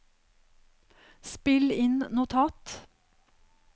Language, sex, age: Norwegian, female, 52